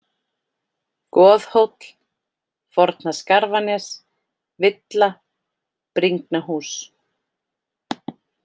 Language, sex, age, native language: Icelandic, female, 40-49, Icelandic